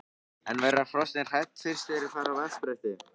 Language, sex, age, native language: Icelandic, male, 13, Icelandic